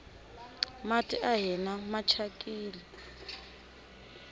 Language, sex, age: Tsonga, female, 25